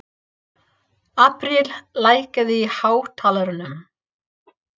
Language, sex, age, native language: Icelandic, female, 30-39, English